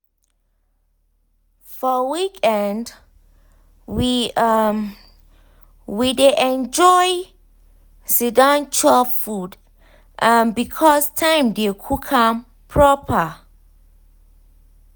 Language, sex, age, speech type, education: Nigerian Pidgin, female, 15-29, spontaneous, tertiary